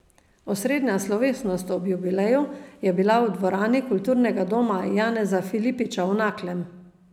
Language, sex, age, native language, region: Slovenian, female, 50-59, Slovenian, Savinja region